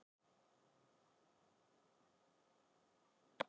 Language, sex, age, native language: Icelandic, female, 50-59, Icelandic